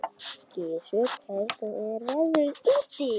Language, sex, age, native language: Icelandic, male, 12, Icelandic